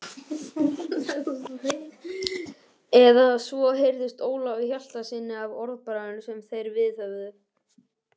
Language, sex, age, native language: Icelandic, male, 11, Icelandic